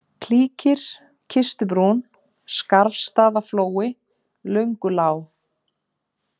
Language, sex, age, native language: Icelandic, female, 50-59, Icelandic